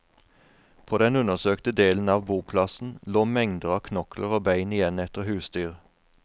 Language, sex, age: Norwegian, male, 41